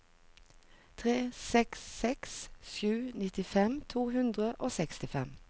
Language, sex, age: Norwegian, female, 45